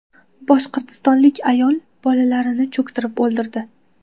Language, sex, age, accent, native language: Uzbek, female, 18-24, Qashqadaryo, Uzbek